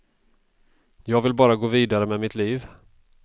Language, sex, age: Swedish, male, 32